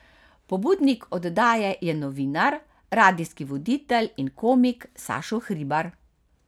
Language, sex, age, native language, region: Slovenian, female, 50-59, Slovenian, Carinthia region